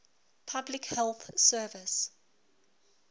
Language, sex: English, female